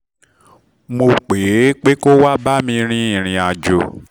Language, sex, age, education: Yoruba, male, 30-45, tertiary